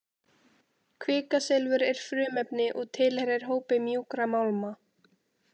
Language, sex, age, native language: Icelandic, female, 18-19, Icelandic